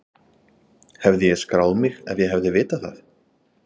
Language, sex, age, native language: Icelandic, male, 30-39, Icelandic